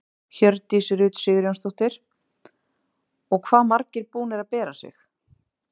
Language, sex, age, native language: Icelandic, female, 30-39, Icelandic